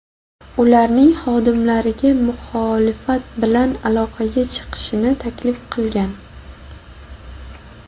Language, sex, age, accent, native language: Uzbek, female, 19-29, Buxoro, Uzbek